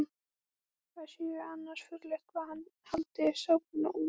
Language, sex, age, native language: Icelandic, female, 14, Icelandic